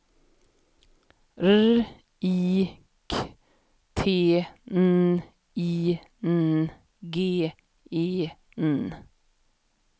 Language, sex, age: Swedish, female, 50